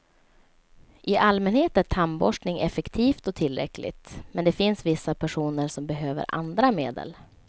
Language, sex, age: Swedish, female, 27